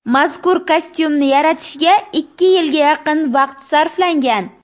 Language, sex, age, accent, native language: Uzbek, female, 18-24, Surxondaryo, Uzbek